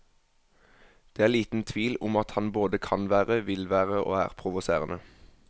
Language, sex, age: Norwegian, male, 21